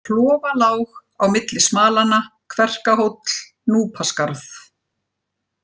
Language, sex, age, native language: Icelandic, female, 40-49, Icelandic